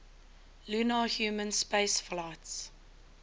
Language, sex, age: English, female, 19